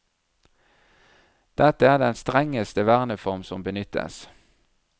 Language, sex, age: Norwegian, male, 37